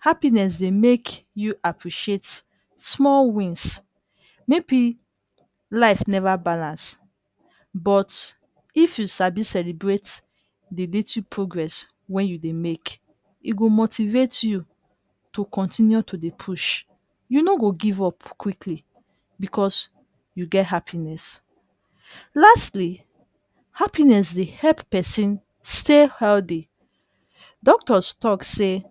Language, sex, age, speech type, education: Nigerian Pidgin, female, 30-45, spontaneous, tertiary